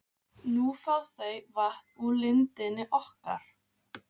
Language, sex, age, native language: Icelandic, female, 15, Icelandic